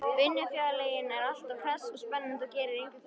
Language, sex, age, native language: Icelandic, female, 13, Icelandic